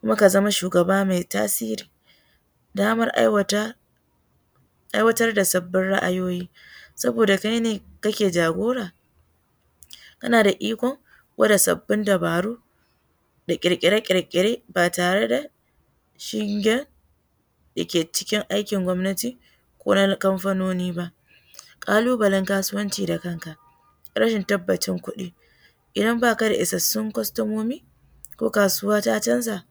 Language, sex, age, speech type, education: Hausa, female, 15-29, spontaneous, secondary